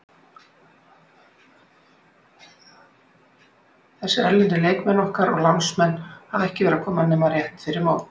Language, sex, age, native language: Icelandic, female, 60-69, Icelandic